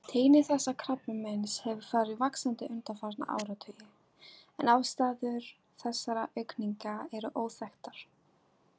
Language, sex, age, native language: Icelandic, female, 18-19, Icelandic